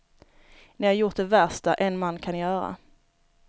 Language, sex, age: Swedish, female, 29